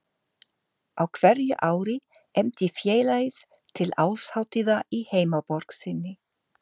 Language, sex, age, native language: Icelandic, female, 50-59, German